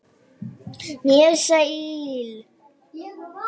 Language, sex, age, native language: Icelandic, female, 8, Icelandic